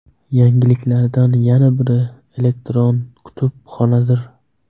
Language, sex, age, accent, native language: Uzbek, male, 12-17, Samarqand, Uzbek